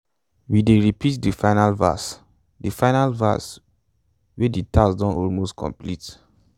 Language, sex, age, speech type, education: Nigerian Pidgin, male, 15-29, spontaneous, tertiary